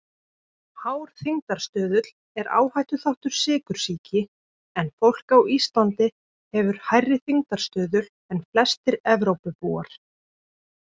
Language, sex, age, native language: Icelandic, female, 30-39, Icelandic